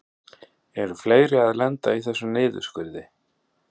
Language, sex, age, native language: Icelandic, male, 30-39, Icelandic